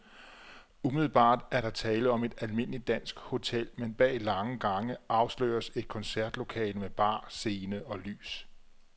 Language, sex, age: Danish, male, 34